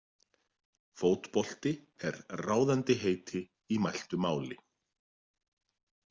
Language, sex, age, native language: Icelandic, male, 40-49, Icelandic